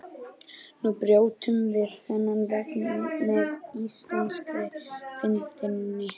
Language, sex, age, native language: Icelandic, male, 12, Icelandic